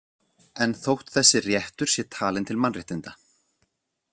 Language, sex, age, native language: Icelandic, other, 40-49, Icelandic